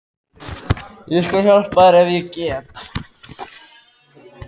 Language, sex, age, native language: Icelandic, male, 14, Icelandic